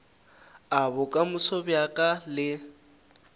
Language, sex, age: Northern Sotho, male, 19